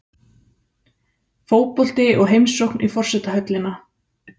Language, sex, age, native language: Icelandic, female, 30-39, Icelandic